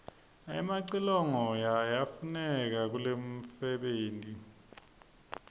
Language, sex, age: Swati, male, 26